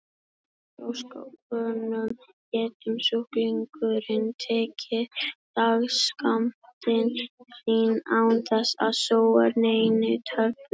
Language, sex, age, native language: Icelandic, female, 18-19, Icelandic